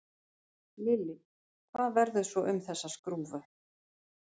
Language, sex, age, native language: Icelandic, female, 50-59, Icelandic